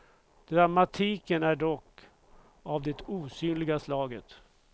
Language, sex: Swedish, male